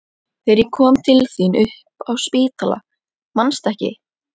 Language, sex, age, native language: Icelandic, female, 11, Icelandic